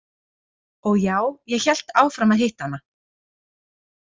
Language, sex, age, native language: Icelandic, female, 40-49, Icelandic